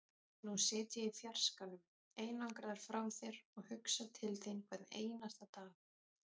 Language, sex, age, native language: Icelandic, female, 30-39, Icelandic